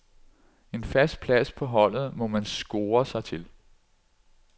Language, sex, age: Danish, male, 46